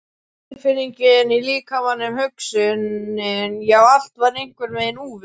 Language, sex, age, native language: Icelandic, male, 12, Icelandic